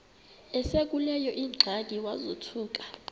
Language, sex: Xhosa, female